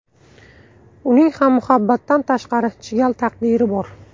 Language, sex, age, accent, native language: Uzbek, male, 18-24, Buxoro, Uzbek